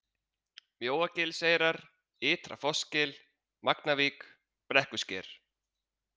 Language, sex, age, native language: Icelandic, male, 30-39, Icelandic